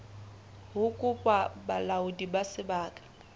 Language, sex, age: Southern Sotho, female, 21